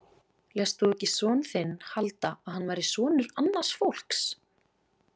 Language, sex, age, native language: Icelandic, female, 20-29, Icelandic